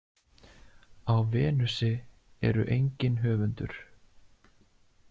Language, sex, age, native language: Icelandic, male, 20-29, Icelandic